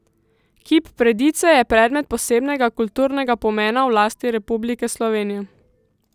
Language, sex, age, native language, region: Slovenian, female, 18-29, Slovenian, Central Slovenia